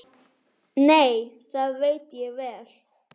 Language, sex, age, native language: Icelandic, female, 5, Icelandic